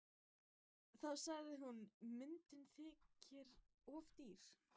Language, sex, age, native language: Icelandic, female, 14, Icelandic